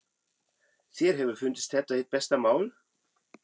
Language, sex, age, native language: Icelandic, male, 40-49, German